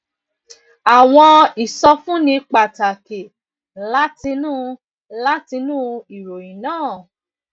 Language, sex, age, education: Yoruba, female, 15-29, tertiary